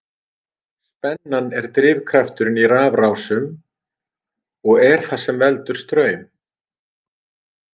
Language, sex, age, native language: Icelandic, male, 50-59, Icelandic